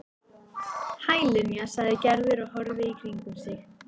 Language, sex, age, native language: Icelandic, female, 13, Icelandic